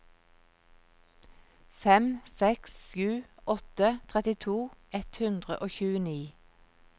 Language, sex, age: Norwegian, female, 46